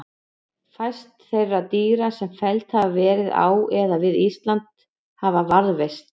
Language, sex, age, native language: Icelandic, female, 40-49, Icelandic